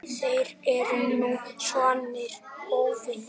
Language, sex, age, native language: Icelandic, male, 8, Icelandic